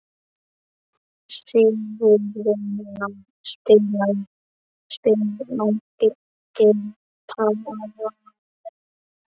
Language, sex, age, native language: Icelandic, male, 12, Icelandic